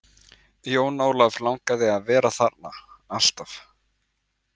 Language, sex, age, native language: Icelandic, male, 20-29, Icelandic